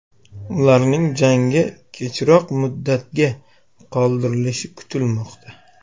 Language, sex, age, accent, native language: Uzbek, male, 18-24, Toshkent viloyati, Uzbek